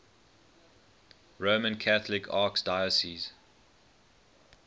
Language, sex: English, male